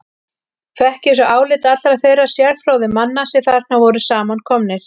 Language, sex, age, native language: Icelandic, female, 40-49, Icelandic